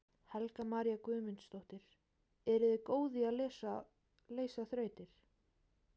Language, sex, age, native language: Icelandic, female, 18-19, Icelandic